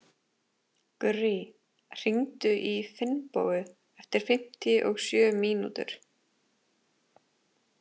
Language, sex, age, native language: Icelandic, female, 20-29, Icelandic